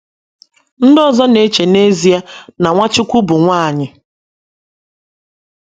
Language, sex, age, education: Igbo, female, 30-45, secondary